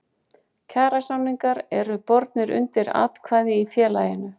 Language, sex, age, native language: Icelandic, female, 40-49, Icelandic